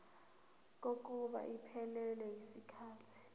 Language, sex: Zulu, female